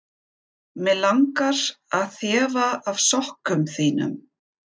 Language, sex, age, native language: Icelandic, female, 50-59, German